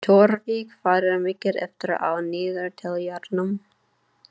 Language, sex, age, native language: Icelandic, female, 30-39, English